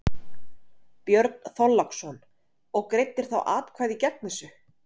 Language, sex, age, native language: Icelandic, female, 30-39, Icelandic